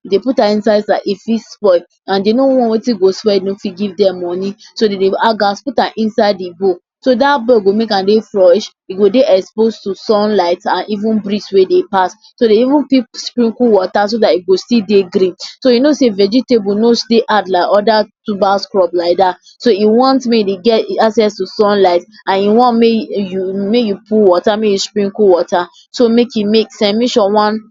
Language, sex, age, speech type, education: Nigerian Pidgin, female, 46-60, spontaneous, tertiary